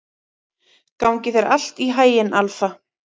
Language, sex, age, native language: Icelandic, female, 40-49, Icelandic